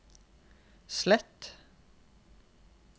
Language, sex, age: Norwegian, male, 31